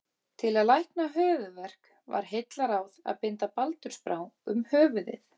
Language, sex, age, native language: Icelandic, female, 30-39, Icelandic